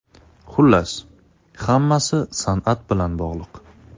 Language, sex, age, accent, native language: Uzbek, male, 19-29, Toshkent shahri, Uzbek